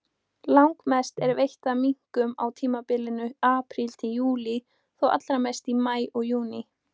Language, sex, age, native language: Icelandic, female, 18-19, Icelandic